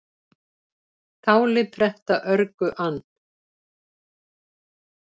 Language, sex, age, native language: Icelandic, female, 70-79, Icelandic